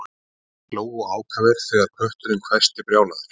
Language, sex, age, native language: Icelandic, male, 30-39, Icelandic